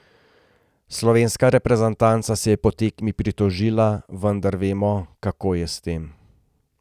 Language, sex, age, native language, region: Slovenian, male, 30-49, Slovenian, Gorenjska region